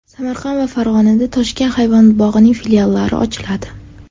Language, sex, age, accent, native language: Uzbek, female, 18-24, Sirdaryo, Uzbek